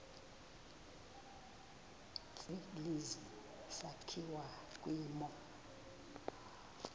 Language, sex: Xhosa, female